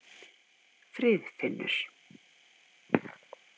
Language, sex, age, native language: Icelandic, female, 50-59, Icelandic